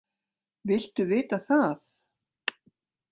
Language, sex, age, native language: Icelandic, female, 60-69, Icelandic